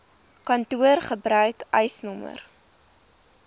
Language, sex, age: Afrikaans, female, 20